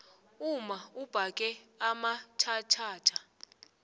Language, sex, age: South Ndebele, female, 20